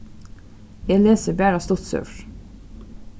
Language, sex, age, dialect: Faroese, female, 36-60, Suðurstreymoy